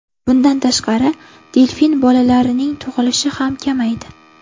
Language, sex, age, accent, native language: Uzbek, female, 12-17, Navoiy, Uzbek